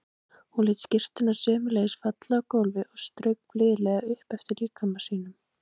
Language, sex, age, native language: Icelandic, female, 18-19, Icelandic